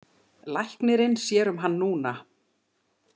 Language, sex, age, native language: Icelandic, female, 50-59, Icelandic